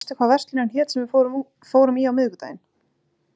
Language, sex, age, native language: Icelandic, female, 20-29, Icelandic